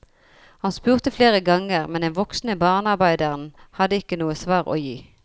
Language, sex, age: Norwegian, female, 40